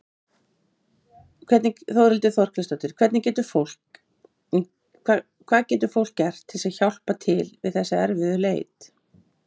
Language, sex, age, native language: Icelandic, female, 50-59, Icelandic